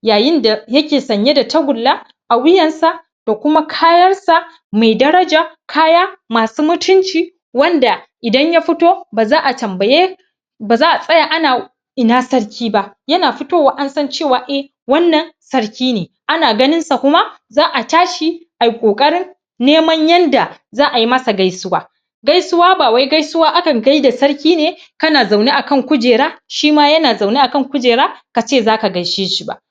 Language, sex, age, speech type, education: Hausa, female, 30-45, spontaneous, tertiary